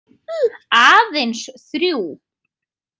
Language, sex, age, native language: Icelandic, female, 30-39, Icelandic